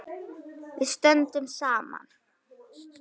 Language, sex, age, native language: Icelandic, female, 9, Icelandic